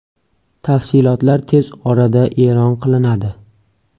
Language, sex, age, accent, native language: Uzbek, male, 18-24, Toshkent viloyati, Uzbek